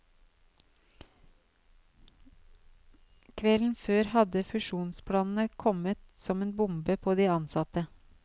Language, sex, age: Norwegian, female, 37